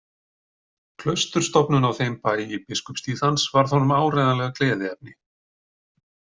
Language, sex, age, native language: Icelandic, male, 40-49, Icelandic